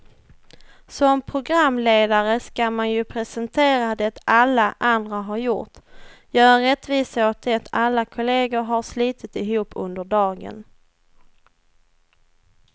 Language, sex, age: Swedish, female, 21